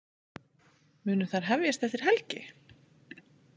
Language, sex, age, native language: Icelandic, female, 30-39, Icelandic